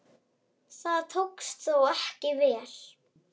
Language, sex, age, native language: Icelandic, male, 7, Icelandic